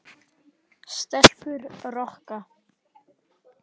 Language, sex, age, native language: Icelandic, female, 10, Icelandic